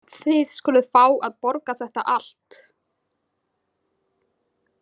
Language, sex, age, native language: Icelandic, female, 20-29, Icelandic